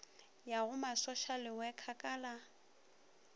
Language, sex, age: Northern Sotho, female, 23